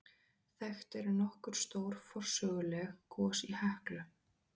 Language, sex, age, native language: Icelandic, female, 20-29, Icelandic